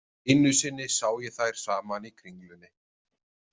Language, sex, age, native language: Icelandic, male, 30-39, Icelandic